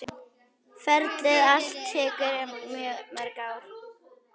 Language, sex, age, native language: Icelandic, female, 10, Icelandic